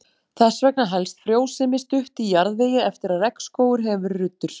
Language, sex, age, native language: Icelandic, female, 40-49, Icelandic